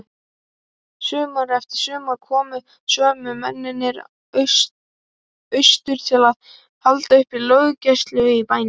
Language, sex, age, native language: Icelandic, male, 18-19, Icelandic